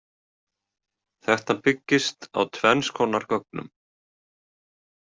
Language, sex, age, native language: Icelandic, male, 20-29, Icelandic